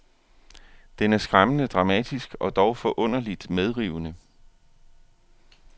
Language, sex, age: Danish, male, 41